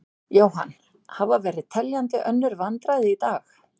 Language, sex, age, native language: Icelandic, female, 60-69, Icelandic